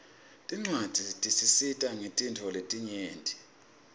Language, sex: Swati, male